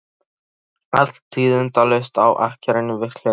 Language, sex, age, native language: Icelandic, male, 13, Polish